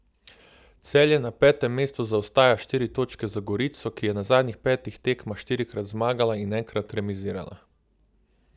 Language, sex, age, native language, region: Slovenian, male, 18-29, Slovenian, Southeast Slovenia